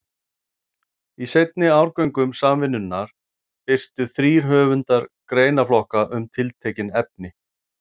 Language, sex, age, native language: Icelandic, male, 40-49, Icelandic